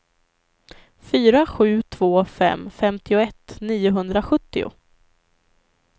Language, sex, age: Swedish, female, 25